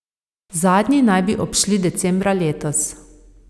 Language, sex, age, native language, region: Slovenian, female, 30-49, Slovenian, Savinja region